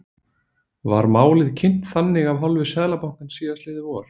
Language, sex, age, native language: Icelandic, male, 20-29, Icelandic